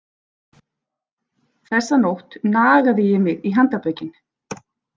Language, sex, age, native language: Icelandic, female, 40-49, Icelandic